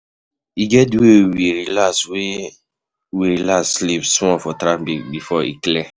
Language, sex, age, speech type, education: Nigerian Pidgin, male, 15-29, spontaneous, tertiary